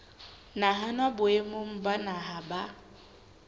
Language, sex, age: Southern Sotho, female, 18